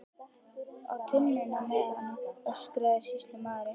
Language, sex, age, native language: Icelandic, female, 11, Icelandic